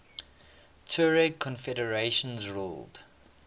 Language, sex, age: English, male, 21